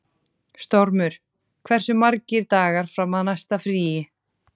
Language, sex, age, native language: Icelandic, female, 30-39, Icelandic